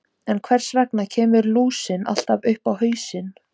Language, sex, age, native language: Icelandic, female, 17, Icelandic